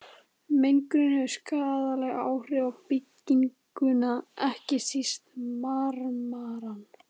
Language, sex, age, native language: Icelandic, male, 18-19, Icelandic